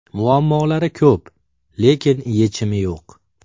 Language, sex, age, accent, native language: Uzbek, male, 25-34, Farg'ona, Uzbek